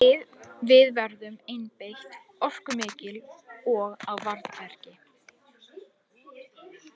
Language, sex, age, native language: Icelandic, female, 18-19, Icelandic